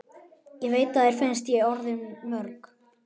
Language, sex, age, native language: Icelandic, male, 11, Icelandic